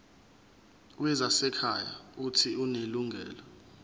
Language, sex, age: Zulu, male, 24